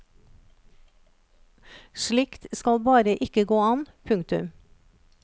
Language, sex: Norwegian, female